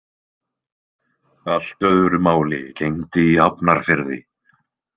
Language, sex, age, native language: Icelandic, male, 20-29, Icelandic